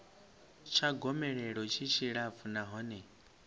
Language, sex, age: Venda, male, 25